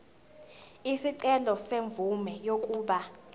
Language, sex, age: Zulu, female, 19